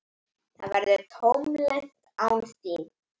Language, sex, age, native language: Icelandic, female, 8, Icelandic